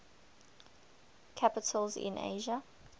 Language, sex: English, female